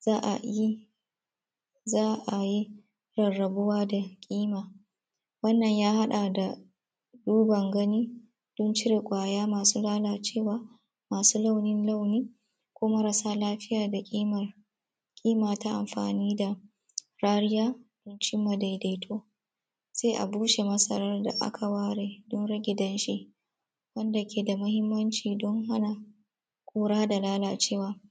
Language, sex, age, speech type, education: Hausa, female, 30-45, spontaneous, tertiary